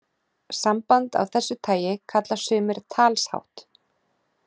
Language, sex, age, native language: Icelandic, female, 30-39, Icelandic